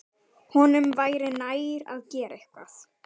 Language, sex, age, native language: Icelandic, female, 12, Icelandic